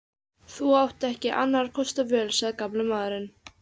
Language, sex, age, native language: Icelandic, female, 14, Icelandic